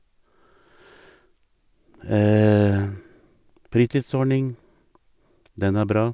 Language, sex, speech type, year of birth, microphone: Norwegian, male, spontaneous, 1958, Sennheiser